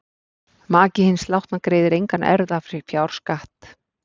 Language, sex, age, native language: Icelandic, female, 40-49, Icelandic